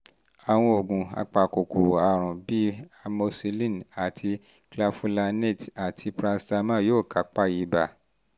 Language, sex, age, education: Yoruba, male, 30-45, tertiary